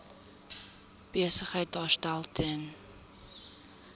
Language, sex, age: Afrikaans, female, 22